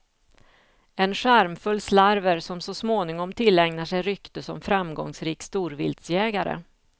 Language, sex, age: Swedish, female, 49